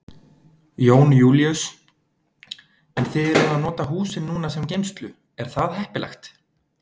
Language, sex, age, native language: Icelandic, male, 20-29, Icelandic